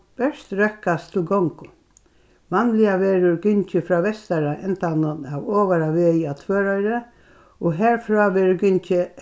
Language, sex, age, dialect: Faroese, female, 61+, Norðurstreymoy/Eysturoy